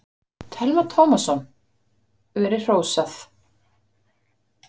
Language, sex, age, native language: Icelandic, female, 50-59, Icelandic